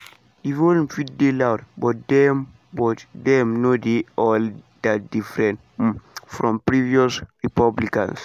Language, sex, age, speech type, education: Nigerian Pidgin, male, 15-29, spontaneous, secondary